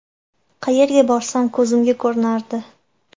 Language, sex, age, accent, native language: Uzbek, female, 18-24, Andijon, Uzbek